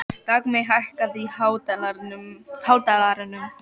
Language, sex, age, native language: Icelandic, female, 18-19, Icelandic